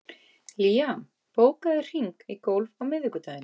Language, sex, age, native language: Icelandic, female, 30-39, Icelandic